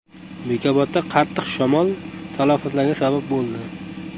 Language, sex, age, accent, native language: Uzbek, male, 18-24, Qashqadaryo, Uzbek